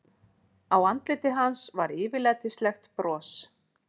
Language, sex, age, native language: Icelandic, female, 40-49, Icelandic